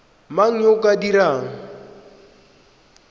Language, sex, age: Tswana, male, 20